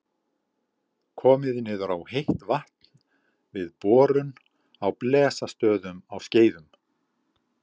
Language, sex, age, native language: Icelandic, male, 70-79, Icelandic